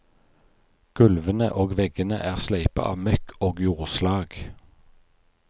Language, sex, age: Norwegian, male, 43